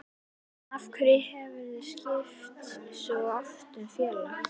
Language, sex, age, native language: Icelandic, female, 11, Icelandic